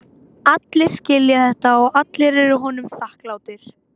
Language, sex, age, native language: Icelandic, female, 18-19, Icelandic